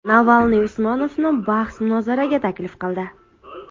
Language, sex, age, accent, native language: Uzbek, female, 25-34, Andijon, Uzbek